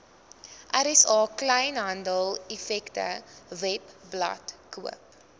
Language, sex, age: Afrikaans, female, 20